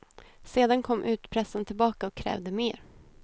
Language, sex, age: Swedish, female, 28